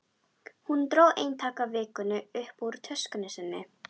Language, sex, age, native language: Icelandic, female, 12, Icelandic